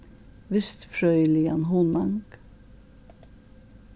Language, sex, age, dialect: Faroese, female, 61+, Suðurstreymoy